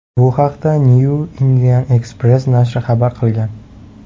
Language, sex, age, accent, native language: Uzbek, male, 18-24, Sirdaryo, Uzbek